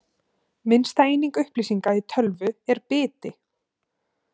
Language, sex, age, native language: Icelandic, female, 18-19, Icelandic